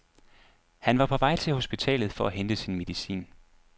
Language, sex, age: Danish, male, 24